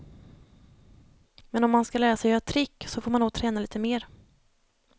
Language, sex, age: Swedish, female, 30